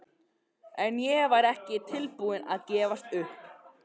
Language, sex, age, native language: Icelandic, male, 12, Icelandic